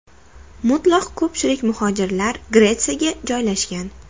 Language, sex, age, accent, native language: Uzbek, female, 19-29, Toshkent shahri, Uzbek